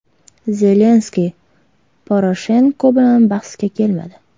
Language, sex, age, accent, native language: Uzbek, female, 18-24, Toshkent viloyati, Uzbek